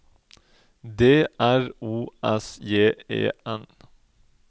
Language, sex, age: Norwegian, male, 31